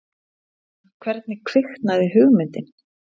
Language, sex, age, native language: Icelandic, female, 30-39, Icelandic